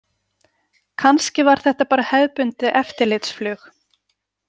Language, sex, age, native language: Icelandic, female, 40-49, Icelandic